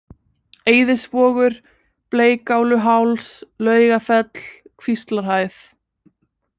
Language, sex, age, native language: Icelandic, female, 20-29, Icelandic